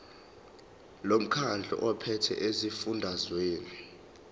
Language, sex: Zulu, male